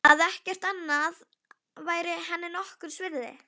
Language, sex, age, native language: Icelandic, female, 11, Icelandic